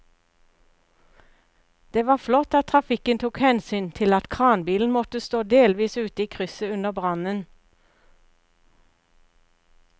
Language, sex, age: Norwegian, female, 59